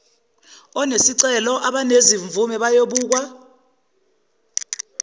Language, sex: Zulu, female